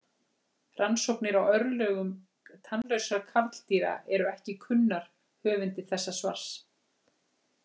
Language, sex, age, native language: Icelandic, female, 40-49, Icelandic